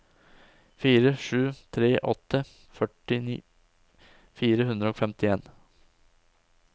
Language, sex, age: Norwegian, male, 20